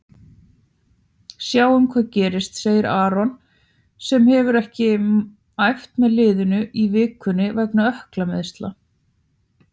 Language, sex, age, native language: Icelandic, female, 30-39, Icelandic